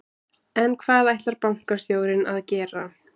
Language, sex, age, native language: Icelandic, male, 20-29, Icelandic